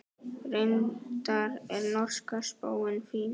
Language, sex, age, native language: Icelandic, female, 9, Icelandic